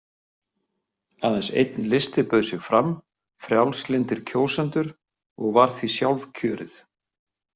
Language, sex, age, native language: Icelandic, male, 50-59, Icelandic